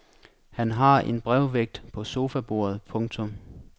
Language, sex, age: Danish, male, 26